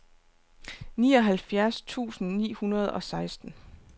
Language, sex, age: Danish, female, 29